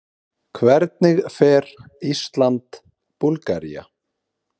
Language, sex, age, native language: Icelandic, male, 30-39, Icelandic